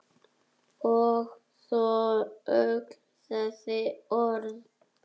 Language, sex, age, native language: Icelandic, male, 6, Icelandic